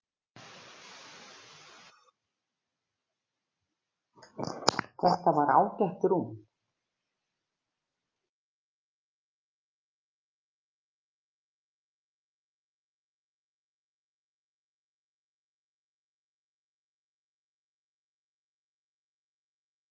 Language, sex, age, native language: Icelandic, female, 50-59, Icelandic